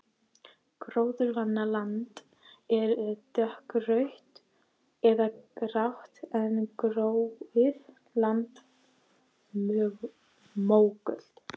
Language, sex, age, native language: Icelandic, female, 12, Icelandic